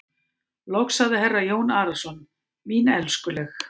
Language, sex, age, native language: Icelandic, female, 50-59, Icelandic